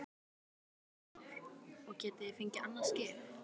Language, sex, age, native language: Icelandic, female, 12, Icelandic